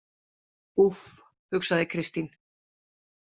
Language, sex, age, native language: Icelandic, female, 50-59, Icelandic